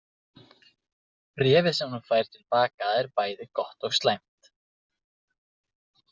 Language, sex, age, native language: Icelandic, male, 20-29, Icelandic